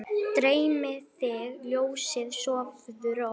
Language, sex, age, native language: Icelandic, female, 9, Icelandic